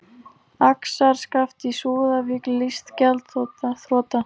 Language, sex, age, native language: Icelandic, female, 18-19, Icelandic